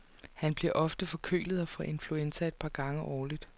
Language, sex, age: Danish, female, 29